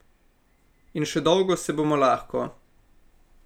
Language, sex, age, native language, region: Slovenian, male, 18-29, Slovenian, Primorsko-notranjska region